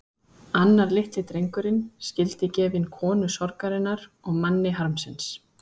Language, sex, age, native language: Icelandic, female, 30-39, Icelandic